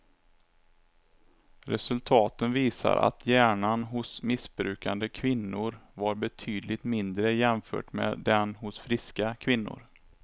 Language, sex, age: Swedish, male, 27